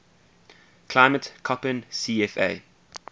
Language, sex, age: English, male, 20